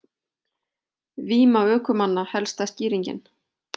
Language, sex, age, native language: Icelandic, female, 40-49, Icelandic